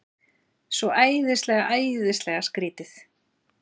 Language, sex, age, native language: Icelandic, female, 40-49, Icelandic